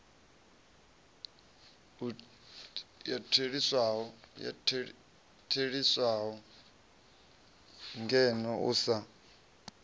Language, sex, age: Venda, male, 37